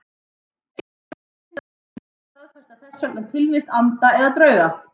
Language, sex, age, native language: Icelandic, female, 30-39, Icelandic